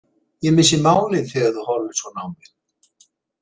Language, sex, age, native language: Icelandic, male, 70-79, Icelandic